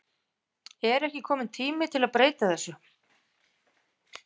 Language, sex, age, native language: Icelandic, female, 50-59, Icelandic